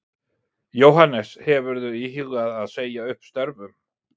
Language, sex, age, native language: Icelandic, male, 40-49, Icelandic